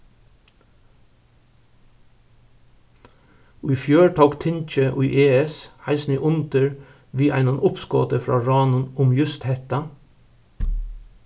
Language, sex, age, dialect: Faroese, male, 61+, Suðurstreymoy